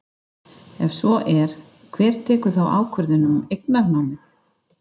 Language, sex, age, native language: Icelandic, female, 50-59, Icelandic